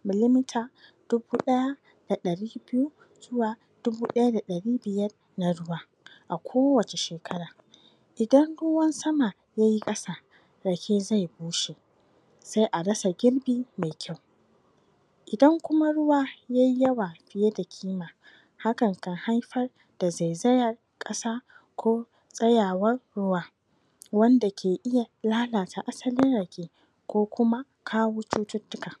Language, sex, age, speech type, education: Hausa, female, 30-45, spontaneous, tertiary